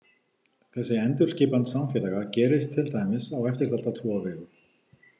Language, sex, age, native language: Icelandic, male, 50-59, Icelandic